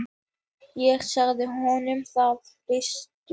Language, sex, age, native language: Icelandic, female, 18-19, Icelandic